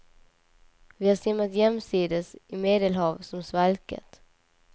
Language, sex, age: Swedish, female, 19